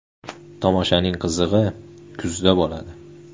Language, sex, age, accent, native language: Uzbek, male, 19-29, Samarqand, Uzbek